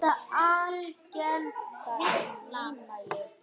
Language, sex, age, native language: Icelandic, female, 8, Icelandic